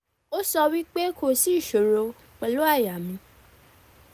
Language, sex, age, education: Yoruba, female, 15-29, tertiary